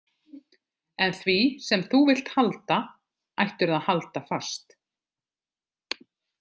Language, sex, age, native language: Icelandic, other, 50-59, Icelandic